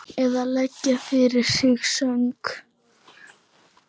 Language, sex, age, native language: Icelandic, female, 9, Icelandic